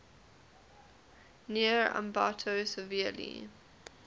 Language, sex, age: English, female, 20